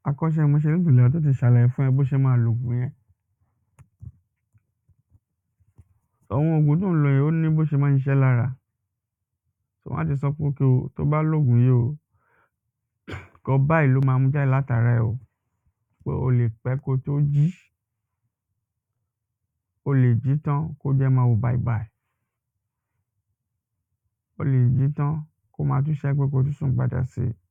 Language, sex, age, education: Yoruba, male, 30-45, secondary